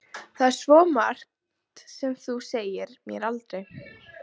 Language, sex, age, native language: Icelandic, female, 12, Icelandic